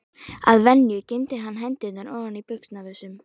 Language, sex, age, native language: Icelandic, female, 12, Icelandic